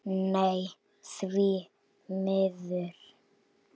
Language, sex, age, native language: Icelandic, male, 7, Icelandic